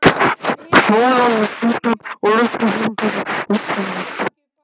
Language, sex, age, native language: Icelandic, male, 12, Icelandic